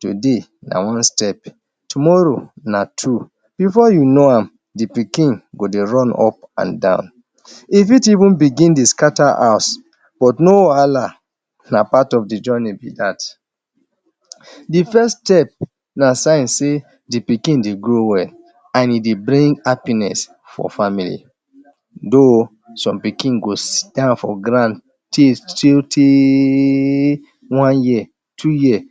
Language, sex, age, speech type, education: Nigerian Pidgin, male, 30-45, spontaneous, tertiary